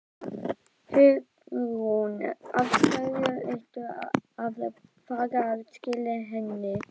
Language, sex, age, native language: Icelandic, female, 12, Icelandic